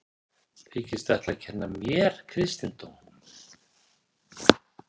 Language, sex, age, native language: Icelandic, male, 60-69, Icelandic